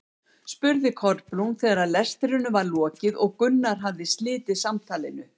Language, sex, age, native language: Icelandic, female, 70-79, Icelandic